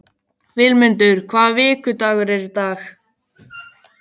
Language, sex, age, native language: Icelandic, male, 12, Icelandic